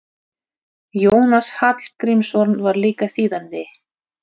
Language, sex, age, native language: Icelandic, female, 30-39, Russian